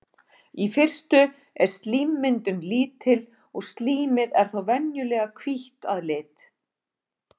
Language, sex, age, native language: Icelandic, female, 40-49, Icelandic